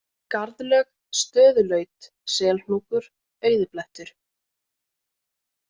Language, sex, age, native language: Icelandic, female, 20-29, Icelandic